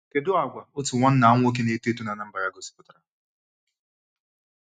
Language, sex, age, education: Igbo, male, 15-29, tertiary